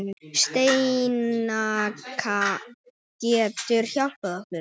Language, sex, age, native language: Icelandic, male, 9, Icelandic